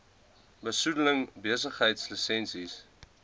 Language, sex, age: Afrikaans, male, 20